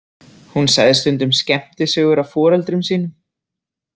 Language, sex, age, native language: Icelandic, female, 30-39, Icelandic